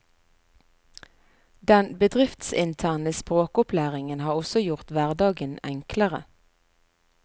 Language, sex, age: Norwegian, female, 41